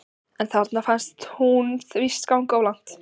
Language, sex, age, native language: Icelandic, female, 15, Icelandic